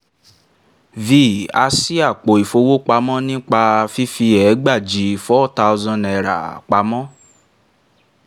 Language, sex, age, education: Yoruba, male, 15-29, tertiary